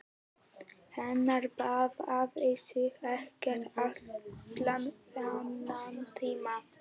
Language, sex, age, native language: Icelandic, male, 11, Icelandic